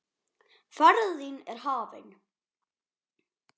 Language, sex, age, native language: Icelandic, male, 10, Icelandic